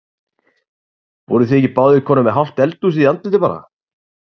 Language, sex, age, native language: Icelandic, male, 30-39, Icelandic